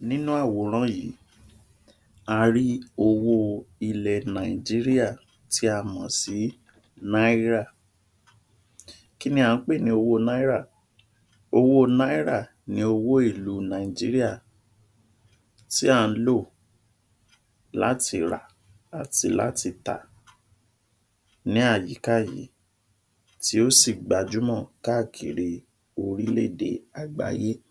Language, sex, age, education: Yoruba, male, 60+, tertiary